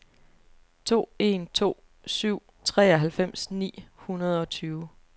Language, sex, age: Danish, female, 29